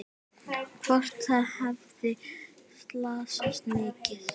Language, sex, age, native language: Icelandic, female, 10, Icelandic